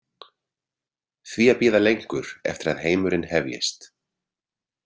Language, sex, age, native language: Icelandic, male, 30-39, Icelandic